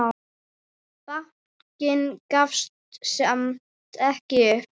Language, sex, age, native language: Icelandic, female, 8, Icelandic